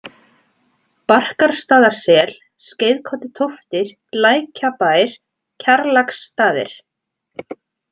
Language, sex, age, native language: Icelandic, female, 20-29, Icelandic